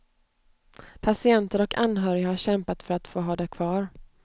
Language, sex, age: Swedish, female, 29